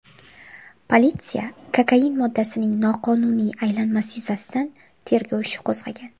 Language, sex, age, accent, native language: Uzbek, female, 18-24, Farg'ona, Uzbek